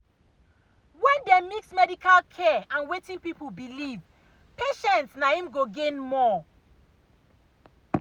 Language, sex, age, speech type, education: Nigerian Pidgin, female, 30-45, spontaneous, tertiary